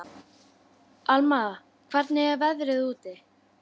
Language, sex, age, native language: Icelandic, female, 12, Icelandic